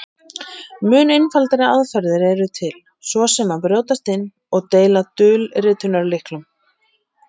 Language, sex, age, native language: Icelandic, female, 30-39, Icelandic